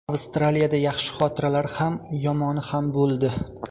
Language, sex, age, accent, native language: Uzbek, male, 19-29, Toshkent viloyati, Uzbek